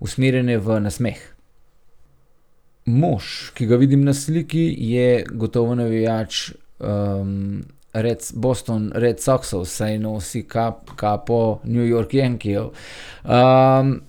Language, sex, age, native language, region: Slovenian, male, 30-49, Slovenian, Gorenjska region